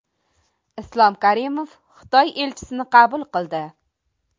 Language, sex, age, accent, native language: Uzbek, female, 25-34, Toshkent viloyati, Uzbek